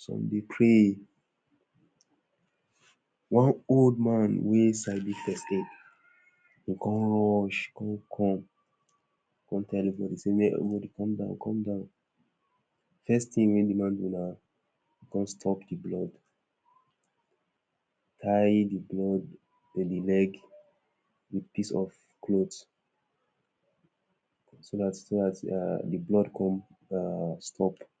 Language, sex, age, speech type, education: Nigerian Pidgin, male, 30-45, spontaneous, tertiary